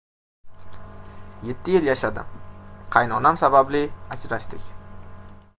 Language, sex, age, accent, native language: Uzbek, male, 18-24, Qashqadaryo, Uzbek